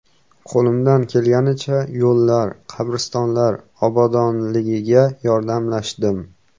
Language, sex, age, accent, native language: Uzbek, male, 18-24, Farg'ona, Uzbek